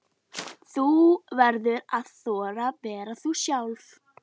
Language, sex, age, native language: Icelandic, female, 11, Icelandic